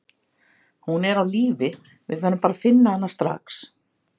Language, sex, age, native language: Icelandic, female, 60-69, Icelandic